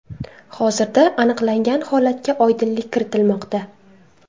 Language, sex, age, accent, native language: Uzbek, female, 19-29, Toshkent shahri, Uzbek